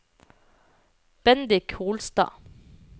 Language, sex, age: Norwegian, female, 29